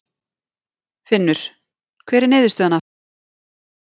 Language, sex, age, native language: Icelandic, female, 40-49, Icelandic